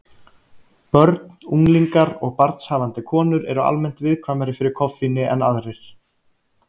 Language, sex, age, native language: Icelandic, male, 30-39, Icelandic